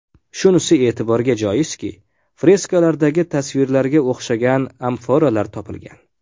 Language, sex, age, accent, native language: Uzbek, male, 18-24, Farg'ona, Uzbek